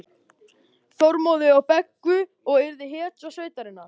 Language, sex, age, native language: Icelandic, male, 13, Icelandic